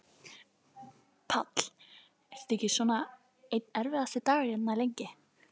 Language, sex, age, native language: Icelandic, female, 11, Icelandic